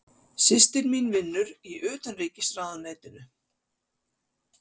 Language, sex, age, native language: Icelandic, female, 50-59, Icelandic